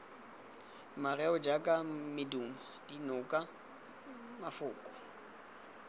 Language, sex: Tswana, male